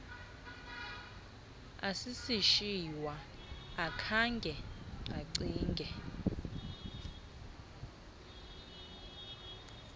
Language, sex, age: Xhosa, female, 20